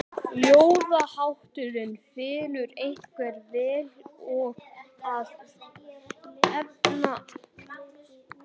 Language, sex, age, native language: Icelandic, male, 11, Icelandic